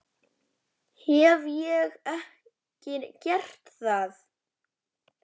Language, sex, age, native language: Icelandic, male, 10, Icelandic